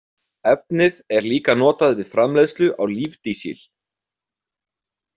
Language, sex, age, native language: Icelandic, male, 20-29, Icelandic